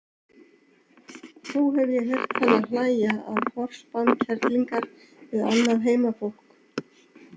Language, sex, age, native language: Icelandic, female, 60-69, Icelandic